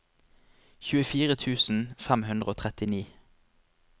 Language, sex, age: Norwegian, male, 25